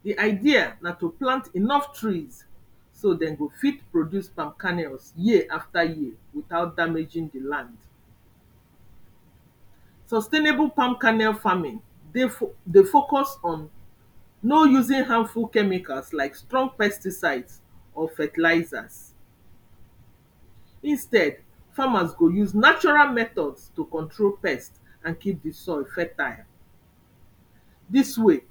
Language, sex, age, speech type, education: Nigerian Pidgin, female, 46-60, spontaneous, secondary